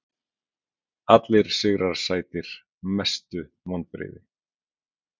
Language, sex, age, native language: Icelandic, male, 40-49, Icelandic